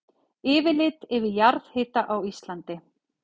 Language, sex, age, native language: Icelandic, female, 40-49, Icelandic